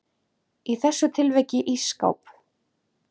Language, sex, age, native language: Icelandic, male, 7, Icelandic